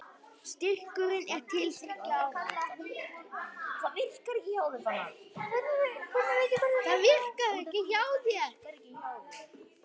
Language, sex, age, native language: Icelandic, male, 18-19, Icelandic